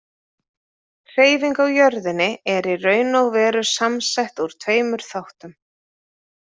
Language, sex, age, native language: Icelandic, female, 30-39, Icelandic